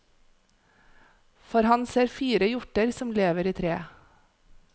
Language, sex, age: Norwegian, female, 43